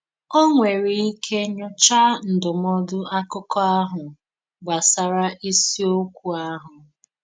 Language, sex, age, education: Igbo, female, 15-29, tertiary